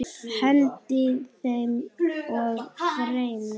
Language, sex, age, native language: Icelandic, male, 10, Icelandic